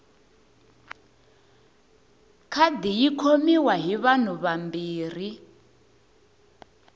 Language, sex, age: Tsonga, female, 20